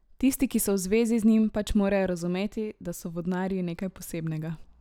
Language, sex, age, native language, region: Slovenian, male, 18-29, Slovenian, Drava region